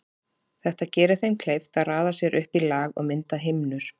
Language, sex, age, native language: Icelandic, female, 30-39, Icelandic